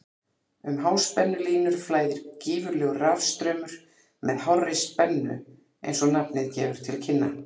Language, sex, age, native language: Icelandic, female, 40-49, Icelandic